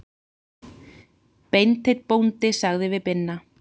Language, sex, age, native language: Icelandic, female, 30-39, Icelandic